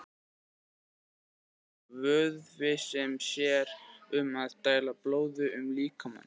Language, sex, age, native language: Icelandic, male, 18-19, Icelandic